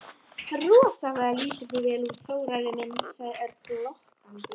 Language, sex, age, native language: Icelandic, female, 13, Icelandic